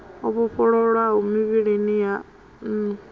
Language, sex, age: Venda, female, 21